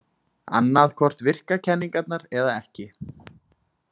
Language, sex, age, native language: Icelandic, male, 20-29, Icelandic